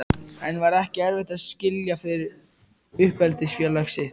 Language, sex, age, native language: Icelandic, male, 14, Icelandic